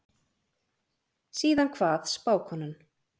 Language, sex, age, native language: Icelandic, female, 40-49, Icelandic